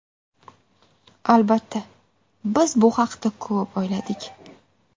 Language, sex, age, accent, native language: Uzbek, female, 18-24, Farg'ona, Uzbek